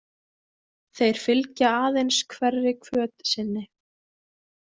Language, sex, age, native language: Icelandic, female, 20-29, Icelandic